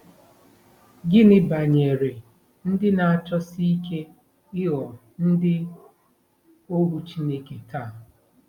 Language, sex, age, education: Igbo, female, 30-45, tertiary